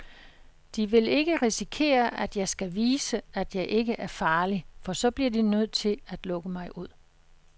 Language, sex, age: Danish, female, 66